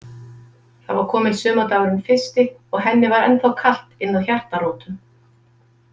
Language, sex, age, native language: Icelandic, female, 50-59, Icelandic